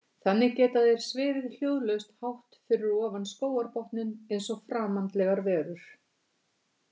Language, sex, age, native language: Icelandic, female, 50-59, Icelandic